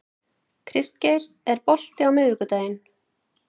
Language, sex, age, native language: Icelandic, female, 40-49, Icelandic